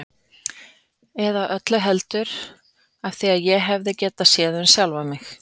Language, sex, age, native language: Icelandic, female, 40-49, Icelandic